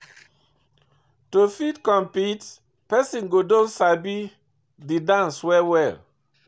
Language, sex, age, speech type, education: Nigerian Pidgin, male, 46-60, read, tertiary